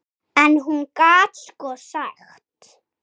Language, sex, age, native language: Icelandic, male, 6, Icelandic